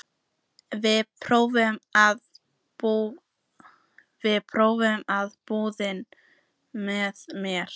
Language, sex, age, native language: Icelandic, female, 14, Icelandic